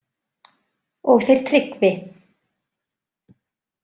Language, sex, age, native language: Icelandic, female, 20-29, Icelandic